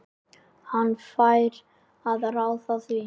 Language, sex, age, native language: Icelandic, male, 10, Icelandic